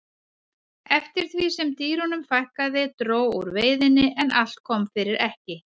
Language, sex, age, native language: Icelandic, female, 40-49, Icelandic